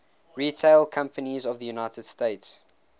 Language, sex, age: English, male, 19